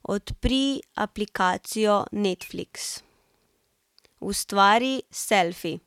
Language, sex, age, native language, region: Slovenian, female, 18-29, Slovenian, Central Slovenia